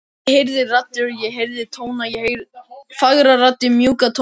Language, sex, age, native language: Icelandic, male, 13, Icelandic